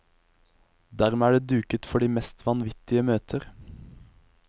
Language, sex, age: Norwegian, male, 23